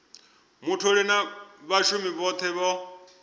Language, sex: Venda, male